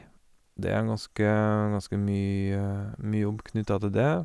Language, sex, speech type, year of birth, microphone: Norwegian, male, spontaneous, 1970, Sennheiser